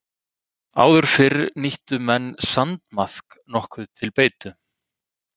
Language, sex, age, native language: Icelandic, male, 30-39, Icelandic